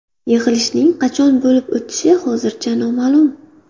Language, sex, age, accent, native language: Uzbek, female, 25-34, Buxoro, Uzbek